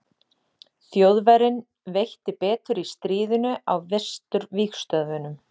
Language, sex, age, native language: Icelandic, female, 30-39, Icelandic